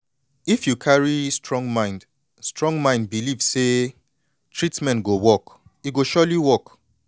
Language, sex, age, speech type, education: Nigerian Pidgin, male, 30-45, spontaneous, tertiary